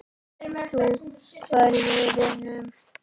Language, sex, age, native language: Icelandic, male, 10, Icelandic